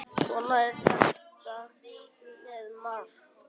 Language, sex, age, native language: Icelandic, male, 9, Icelandic